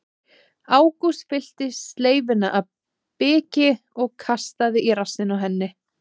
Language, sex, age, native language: Icelandic, female, 20-29, Icelandic